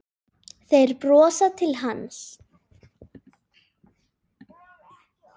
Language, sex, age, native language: Icelandic, female, 10, Icelandic